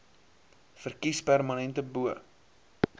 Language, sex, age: Afrikaans, male, 23